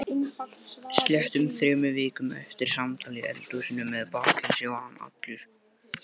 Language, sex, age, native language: Icelandic, male, 18-19, Icelandic